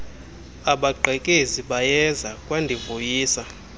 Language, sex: Xhosa, male